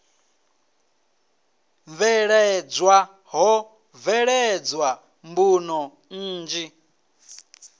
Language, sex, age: Venda, male, 26